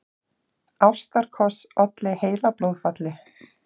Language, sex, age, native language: Icelandic, female, 40-49, Icelandic